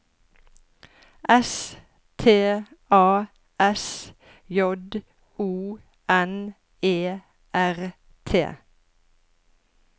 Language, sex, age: Norwegian, female, 54